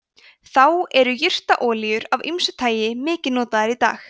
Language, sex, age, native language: Icelandic, female, 20-29, Icelandic